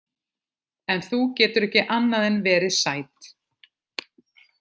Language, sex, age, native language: Icelandic, other, 50-59, Icelandic